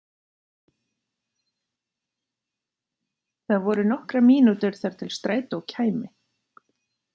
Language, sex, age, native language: Icelandic, female, 40-49, Icelandic